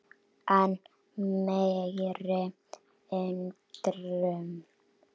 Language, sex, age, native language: Icelandic, male, 7, Icelandic